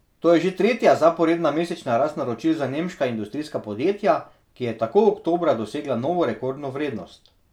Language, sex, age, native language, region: Slovenian, male, 30-49, Slovenian, Drava region